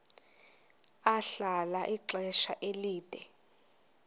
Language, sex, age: Xhosa, female, 24